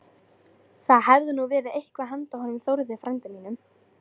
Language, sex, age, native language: Icelandic, female, 13, Icelandic